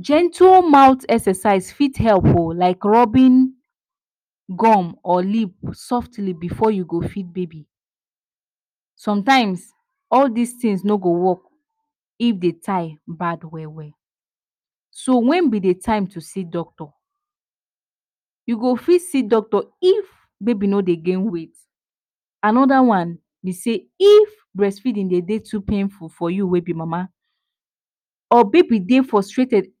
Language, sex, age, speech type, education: Nigerian Pidgin, female, 15-29, spontaneous, tertiary